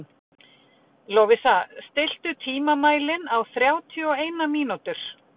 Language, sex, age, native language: Icelandic, female, 50-59, Icelandic